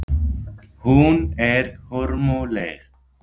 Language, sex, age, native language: Icelandic, female, 50-59, Icelandic